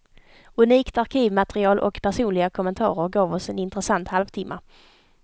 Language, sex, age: Swedish, female, 32